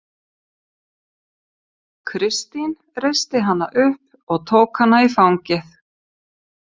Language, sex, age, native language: Icelandic, female, 50-59, Icelandic